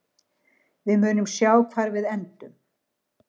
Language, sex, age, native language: Icelandic, female, 60-69, Icelandic